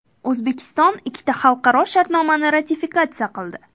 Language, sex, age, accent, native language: Uzbek, female, 18-24, Toshkent viloyati, Uzbek